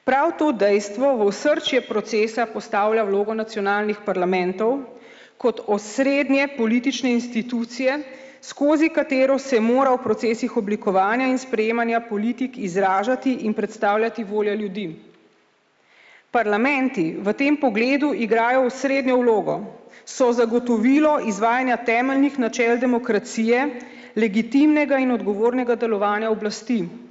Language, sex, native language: Slovenian, female, Slovenian